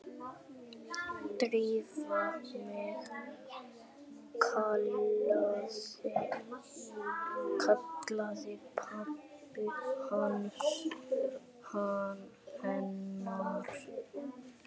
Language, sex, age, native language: Icelandic, male, 7, Icelandic